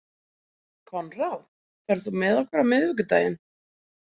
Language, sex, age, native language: Icelandic, female, 20-29, Icelandic